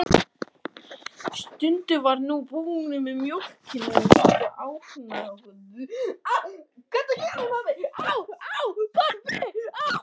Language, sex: Icelandic, other